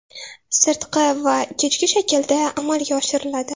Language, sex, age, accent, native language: Uzbek, female, under 19, Toshkent shahri, Uzbek